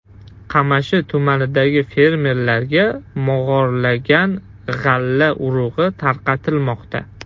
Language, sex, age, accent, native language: Uzbek, male, 18-24, Toshkent shahri, Russian